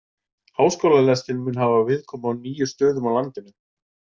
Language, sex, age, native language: Icelandic, male, 40-49, Icelandic